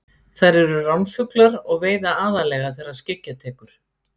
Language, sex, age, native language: Icelandic, female, 50-59, Icelandic